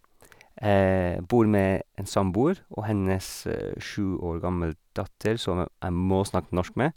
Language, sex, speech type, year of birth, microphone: Norwegian, male, spontaneous, 1981, Sennheiser